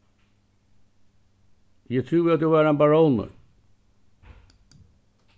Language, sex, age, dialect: Faroese, male, 61+, Suðuroy